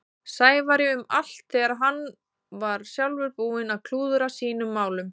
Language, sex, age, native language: Icelandic, female, 20-29, Icelandic